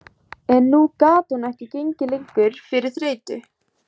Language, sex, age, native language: Icelandic, female, 18-19, Icelandic